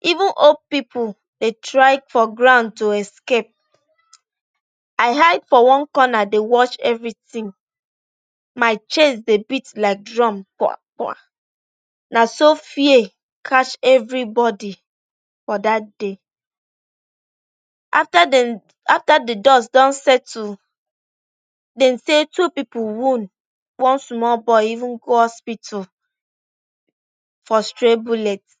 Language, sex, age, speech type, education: Nigerian Pidgin, female, 15-29, spontaneous, tertiary